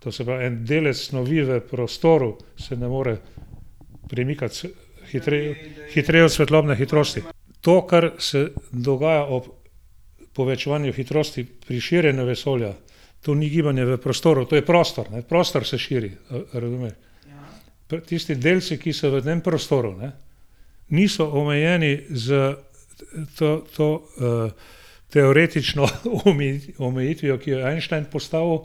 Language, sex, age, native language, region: Slovenian, male, 60+, Slovenian, Gorenjska region